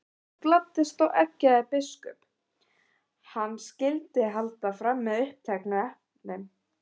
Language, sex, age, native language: Icelandic, other, 18-19, Icelandic